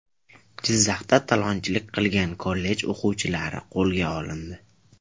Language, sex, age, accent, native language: Uzbek, male, 12-17, Jizzax, Uzbek